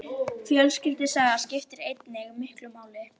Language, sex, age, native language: Icelandic, female, 18-19, Icelandic